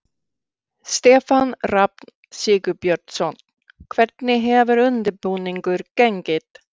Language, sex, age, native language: Icelandic, female, 60-69, Swedish